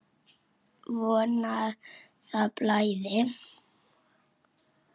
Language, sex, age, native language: Icelandic, male, 8, Icelandic